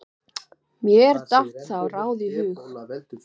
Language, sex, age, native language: Icelandic, female, 20-29, Icelandic